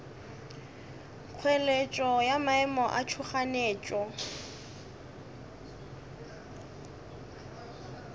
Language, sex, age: Northern Sotho, male, 21